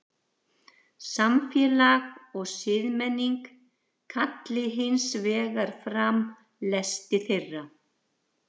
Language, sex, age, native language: Icelandic, female, 60-69, Icelandic